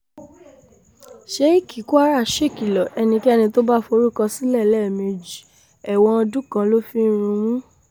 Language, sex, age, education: Yoruba, female, 15-29, tertiary